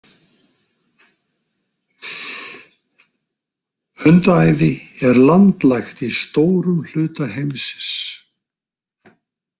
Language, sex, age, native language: Icelandic, male, 60-69, Icelandic